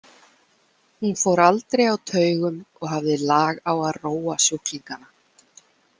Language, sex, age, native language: Icelandic, female, 40-49, Icelandic